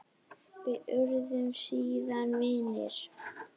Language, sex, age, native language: Icelandic, male, 7, Icelandic